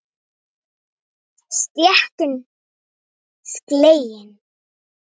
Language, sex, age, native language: Icelandic, female, 8, Icelandic